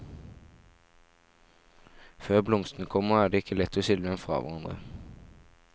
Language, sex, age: Norwegian, male, 17